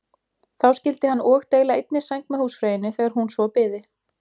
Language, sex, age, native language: Icelandic, female, 20-29, Icelandic